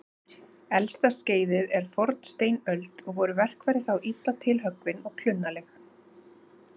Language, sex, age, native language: Icelandic, female, 30-39, Icelandic